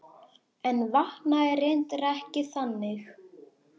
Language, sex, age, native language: Icelandic, male, 10, Icelandic